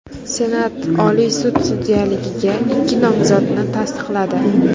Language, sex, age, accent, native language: Uzbek, female, under 19, Navoiy, Uzbek